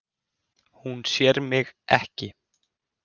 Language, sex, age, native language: Icelandic, male, 30-39, Icelandic